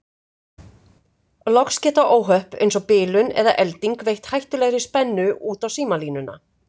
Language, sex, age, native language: Icelandic, female, 50-59, Icelandic